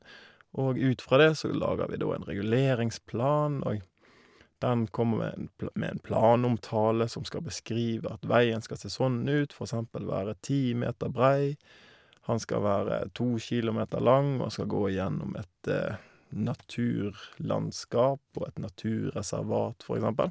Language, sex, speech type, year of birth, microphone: Norwegian, male, spontaneous, 1988, Shure